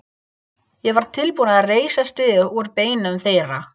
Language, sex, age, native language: Icelandic, female, 30-39, English